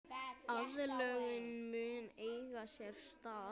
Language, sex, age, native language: Icelandic, male, 9, Icelandic